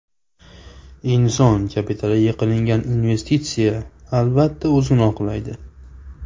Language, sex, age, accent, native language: Uzbek, male, 18-24, Farg'ona, Uzbek